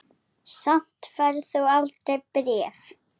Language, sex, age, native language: Icelandic, female, 7, Icelandic